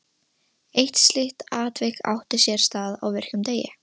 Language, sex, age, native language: Icelandic, female, 13, Russian